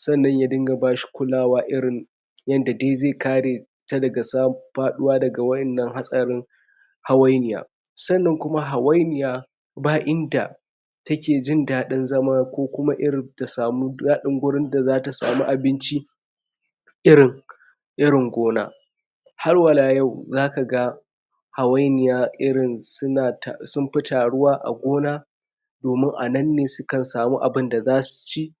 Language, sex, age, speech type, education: Hausa, male, 46-60, spontaneous, tertiary